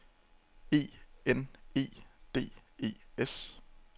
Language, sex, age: Danish, male, 27